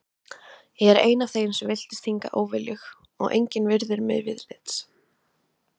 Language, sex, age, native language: Icelandic, other, 20-29, Icelandic